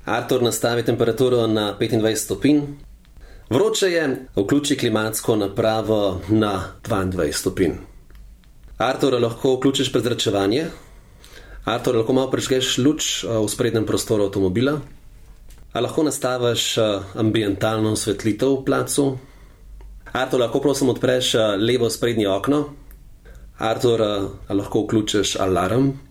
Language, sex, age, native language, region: Slovenian, male, 30-49, Slovenian, Central Slovenia